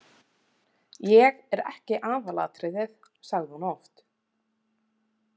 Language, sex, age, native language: Icelandic, female, 30-39, Icelandic